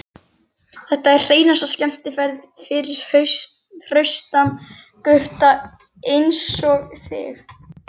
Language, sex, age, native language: Icelandic, female, 11, Icelandic